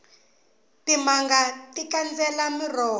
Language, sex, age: Tsonga, female, 19